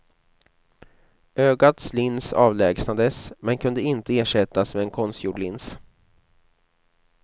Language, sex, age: Swedish, male, 29